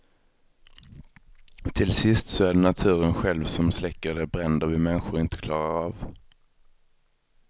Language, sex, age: Swedish, male, 23